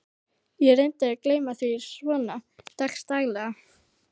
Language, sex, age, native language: Icelandic, female, 12, Icelandic